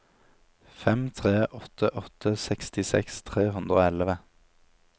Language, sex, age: Norwegian, male, 27